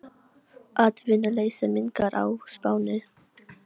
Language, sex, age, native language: Icelandic, other, 18-19, Icelandic